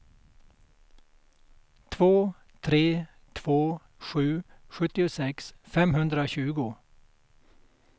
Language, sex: Swedish, male